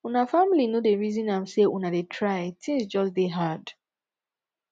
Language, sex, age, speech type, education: Nigerian Pidgin, female, 15-29, spontaneous, tertiary